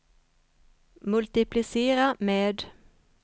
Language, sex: Swedish, female